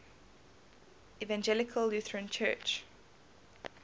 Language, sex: English, female